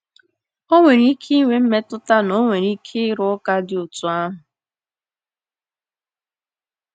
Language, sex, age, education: Igbo, female, 15-29, tertiary